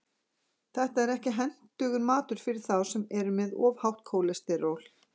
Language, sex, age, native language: Icelandic, female, 40-49, Icelandic